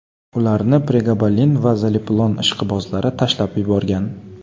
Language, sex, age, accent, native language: Uzbek, male, 18-24, Qoraqalpog'iston, Karakalpak